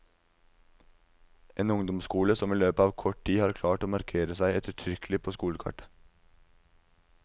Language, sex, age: Norwegian, male, 19